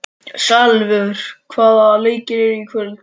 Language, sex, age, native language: Icelandic, male, 13, Icelandic